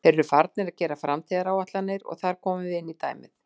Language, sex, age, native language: Icelandic, female, 60-69, Icelandic